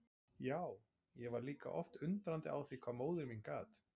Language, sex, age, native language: Icelandic, male, 40-49, Icelandic